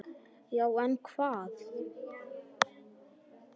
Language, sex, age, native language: Icelandic, male, 10, Icelandic